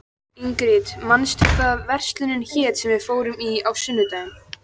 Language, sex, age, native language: Icelandic, female, 14, Icelandic